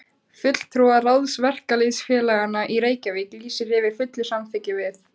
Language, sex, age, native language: Icelandic, female, 15, Icelandic